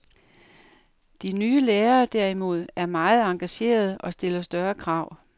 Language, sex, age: Danish, female, 58